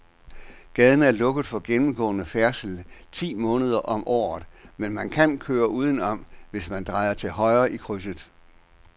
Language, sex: Danish, male